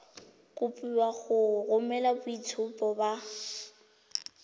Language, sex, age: Tswana, female, 20